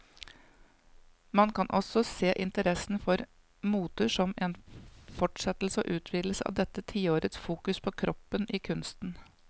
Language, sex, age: Norwegian, female, 55